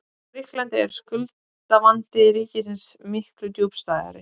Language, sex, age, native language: Icelandic, female, 20-29, Icelandic